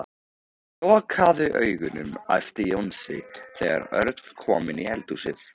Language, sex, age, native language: Icelandic, male, 13, Icelandic